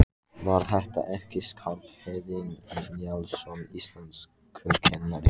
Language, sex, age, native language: Icelandic, female, 14, Icelandic